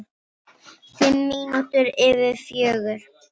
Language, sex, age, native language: Icelandic, female, 8, Filipino